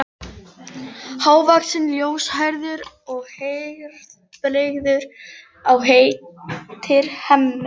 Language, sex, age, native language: Icelandic, female, 11, Icelandic